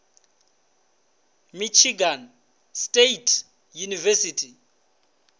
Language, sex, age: Venda, male, 26